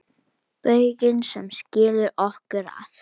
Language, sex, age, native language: Icelandic, male, 8, Icelandic